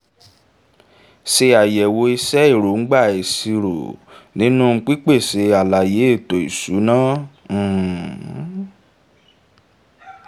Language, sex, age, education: Yoruba, male, 15-29, tertiary